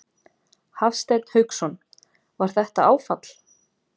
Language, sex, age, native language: Icelandic, female, 20-29, Icelandic